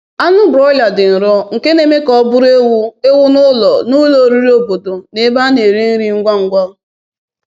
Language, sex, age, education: Igbo, female, 15-29, tertiary